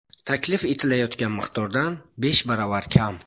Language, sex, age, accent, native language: Uzbek, male, 25-34, Buxoro, Uzbek